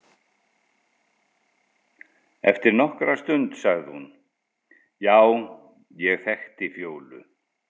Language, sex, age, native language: Icelandic, male, 60-69, Icelandic